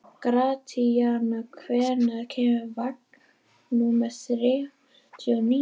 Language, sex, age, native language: Icelandic, female, 11, Icelandic